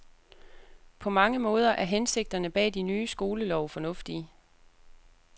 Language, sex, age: Danish, female, 36